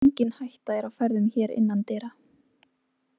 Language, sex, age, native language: Icelandic, female, 20-29, Icelandic